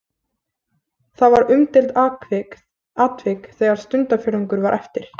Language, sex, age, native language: Icelandic, female, 20-29, Icelandic